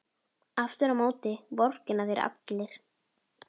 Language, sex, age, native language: Icelandic, female, 12, Icelandic